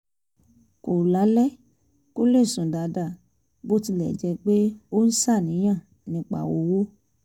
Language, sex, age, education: Yoruba, female, 30-45, tertiary